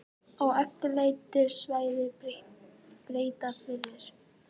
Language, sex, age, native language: Icelandic, female, 18-19, Icelandic